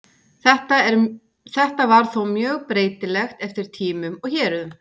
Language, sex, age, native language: Icelandic, female, 40-49, Icelandic